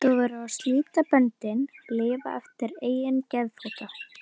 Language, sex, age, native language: Icelandic, female, 11, Icelandic